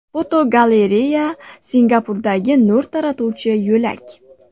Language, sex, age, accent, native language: Uzbek, female, 18-24, Andijon, Uzbek